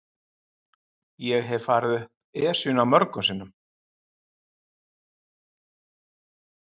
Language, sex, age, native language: Icelandic, male, 50-59, Icelandic